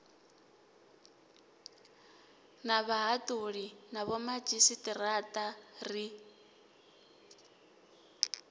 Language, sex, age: Venda, female, 25